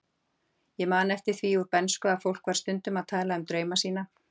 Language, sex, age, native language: Icelandic, female, 40-49, Icelandic